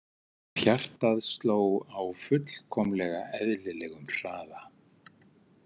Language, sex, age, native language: Icelandic, male, 60-69, Icelandic